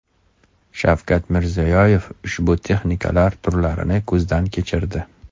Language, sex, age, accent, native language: Uzbek, male, 35+, Toshkent shahri, Uzbek